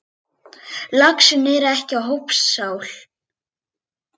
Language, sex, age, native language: Icelandic, female, 8, Icelandic